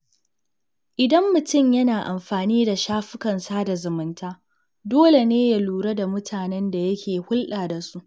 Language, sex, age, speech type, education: Hausa, female, 15-29, read, secondary